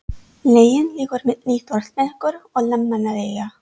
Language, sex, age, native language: Icelandic, female, 30-39, English